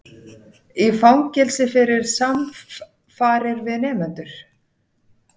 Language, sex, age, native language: Icelandic, female, 40-49, Icelandic